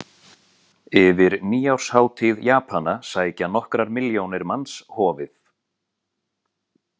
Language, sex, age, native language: Icelandic, male, 40-49, Icelandic